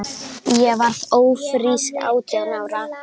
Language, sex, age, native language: Icelandic, female, 10, Icelandic